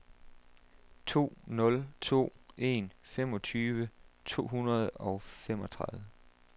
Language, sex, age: Danish, male, 27